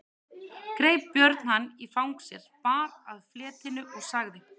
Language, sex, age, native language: Icelandic, female, 30-39, Icelandic